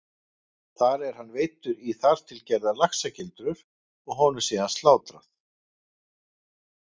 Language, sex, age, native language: Icelandic, male, 50-59, Icelandic